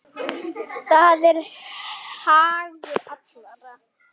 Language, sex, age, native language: Icelandic, female, 8, Icelandic